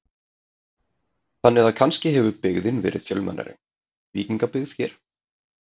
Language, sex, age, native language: Icelandic, male, 30-39, Icelandic